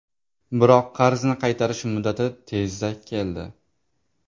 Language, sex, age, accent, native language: Uzbek, male, 18-24, Jizzax, Uzbek